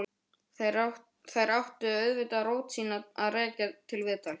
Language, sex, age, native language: Icelandic, male, 12, Icelandic